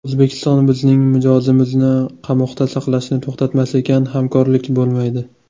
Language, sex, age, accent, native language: Uzbek, male, 19-29, Toshkent shahri, Uzbek